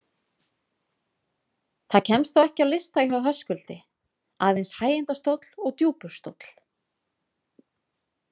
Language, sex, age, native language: Icelandic, female, 40-49, Icelandic